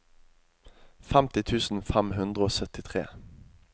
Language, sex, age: Norwegian, male, 25